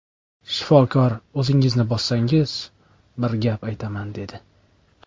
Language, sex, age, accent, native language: Uzbek, male, 25-34, Jizzax, Uzbek